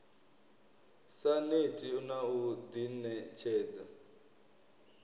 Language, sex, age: Venda, male, 23